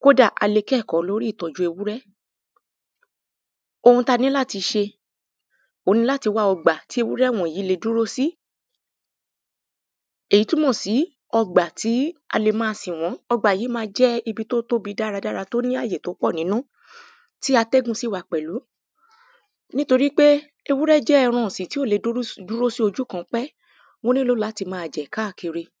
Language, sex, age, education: Yoruba, female, 30-45, primary